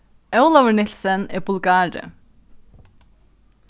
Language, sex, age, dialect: Faroese, female, 36-60, Norðuroyggjar